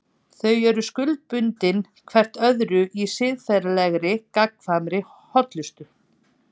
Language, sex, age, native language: Icelandic, female, 30-39, Icelandic